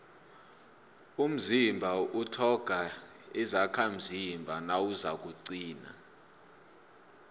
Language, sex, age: South Ndebele, male, 24